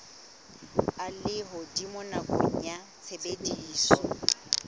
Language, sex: Southern Sotho, female